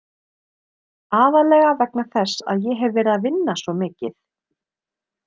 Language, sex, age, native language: Icelandic, female, 30-39, Icelandic